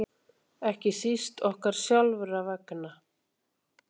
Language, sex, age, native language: Icelandic, male, 8, Icelandic